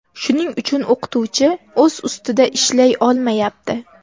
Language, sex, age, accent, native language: Uzbek, female, 18-24, Namangan, Uzbek